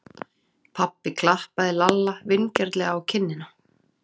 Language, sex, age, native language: Icelandic, female, 30-39, Icelandic